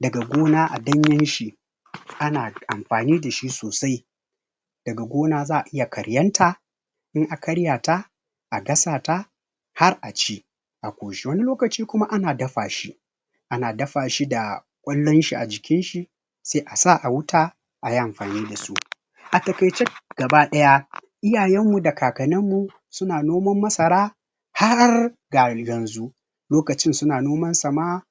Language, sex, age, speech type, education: Hausa, male, 30-45, spontaneous, tertiary